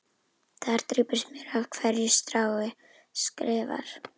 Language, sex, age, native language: Icelandic, female, 11, Icelandic